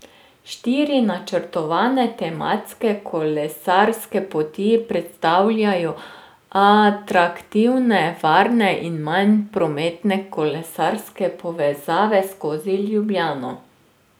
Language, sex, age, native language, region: Slovenian, female, 30-49, Slovenian, Drava region